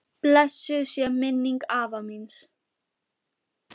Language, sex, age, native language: Icelandic, female, 10, Icelandic